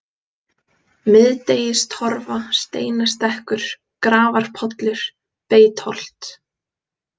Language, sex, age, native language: Icelandic, female, 20-29, Icelandic